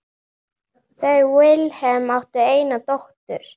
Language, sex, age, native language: Icelandic, female, 9, Icelandic